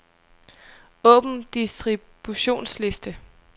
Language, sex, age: Danish, female, 23